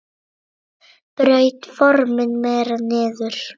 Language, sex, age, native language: Icelandic, male, 8, Icelandic